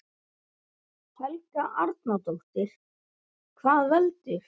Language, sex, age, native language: Icelandic, male, 11, Icelandic